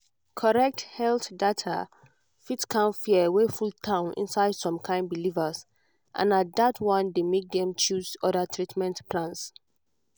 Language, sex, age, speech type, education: Nigerian Pidgin, female, 15-29, spontaneous, tertiary